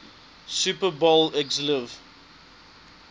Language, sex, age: English, male, 19